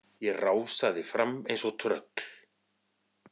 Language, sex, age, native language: Icelandic, male, 40-49, Icelandic